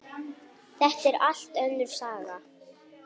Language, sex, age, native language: Icelandic, female, 8, Icelandic